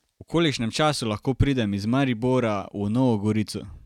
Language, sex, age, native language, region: Slovenian, male, 18-29, Slovenian, Carinthia region